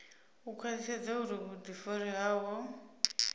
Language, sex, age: Venda, female, 26